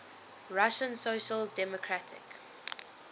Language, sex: English, female